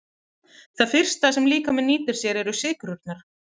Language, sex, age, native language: Icelandic, female, 30-39, Icelandic